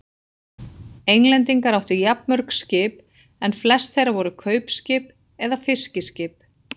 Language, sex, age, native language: Icelandic, female, 40-49, Icelandic